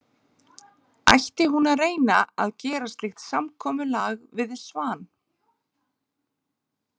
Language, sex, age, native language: Icelandic, female, 40-49, Icelandic